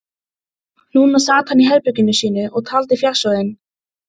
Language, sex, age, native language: Icelandic, female, 12, Icelandic